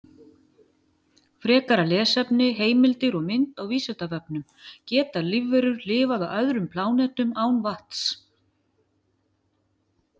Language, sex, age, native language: Icelandic, female, 50-59, Icelandic